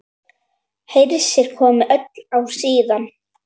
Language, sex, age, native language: Icelandic, male, 7, Icelandic